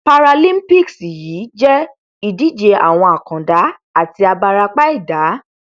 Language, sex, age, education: Yoruba, female, 15-29, tertiary